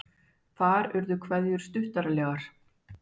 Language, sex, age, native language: Icelandic, female, 50-59, Icelandic